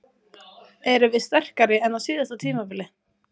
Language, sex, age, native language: Icelandic, female, 20-29, Icelandic